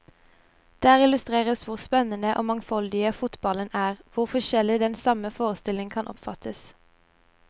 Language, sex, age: Norwegian, female, 17